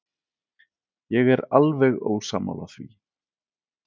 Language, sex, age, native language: Icelandic, male, 40-49, Icelandic